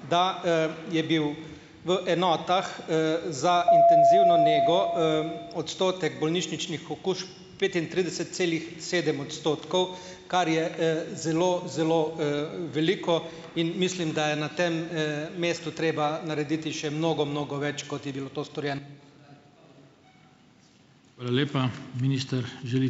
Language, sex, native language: Slovenian, male, Slovenian